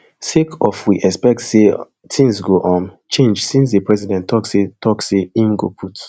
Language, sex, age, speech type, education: Nigerian Pidgin, male, 30-45, spontaneous, tertiary